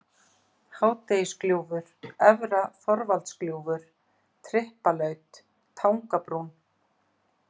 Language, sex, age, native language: Icelandic, female, 40-49, Icelandic